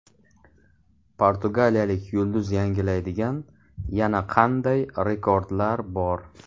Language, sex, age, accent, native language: Uzbek, male, 25-34, Navoiy, Uzbek